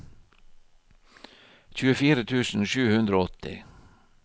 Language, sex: Norwegian, male